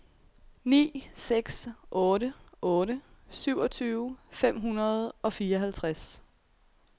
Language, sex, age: Danish, female, 28